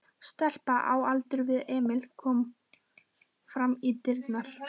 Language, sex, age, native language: Icelandic, female, 12, Icelandic